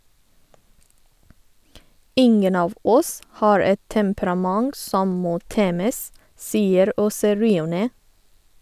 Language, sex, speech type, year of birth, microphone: Norwegian, female, read, 1985, Sennheiser